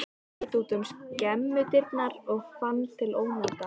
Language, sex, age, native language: Icelandic, female, 13, Icelandic